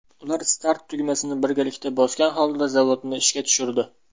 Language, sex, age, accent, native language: Uzbek, male, 19-29, Namangan, Uzbek